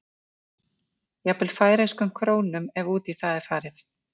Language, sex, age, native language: Icelandic, female, 50-59, Icelandic